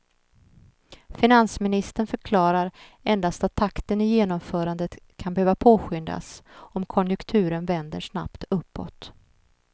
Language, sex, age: Swedish, female, 39